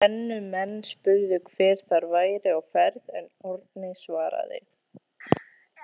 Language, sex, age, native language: Icelandic, female, 20-29, Icelandic